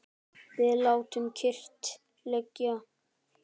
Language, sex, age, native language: Icelandic, male, 10, Icelandic